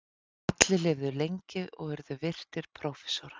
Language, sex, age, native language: Icelandic, female, 50-59, Icelandic